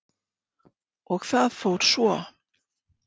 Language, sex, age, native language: Icelandic, female, 60-69, Icelandic